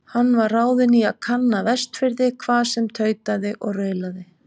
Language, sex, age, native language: Icelandic, female, 50-59, Icelandic